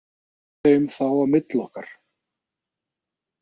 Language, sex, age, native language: Icelandic, male, 30-39, Icelandic